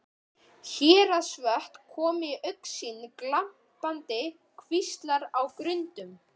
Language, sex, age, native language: Icelandic, male, 13, Icelandic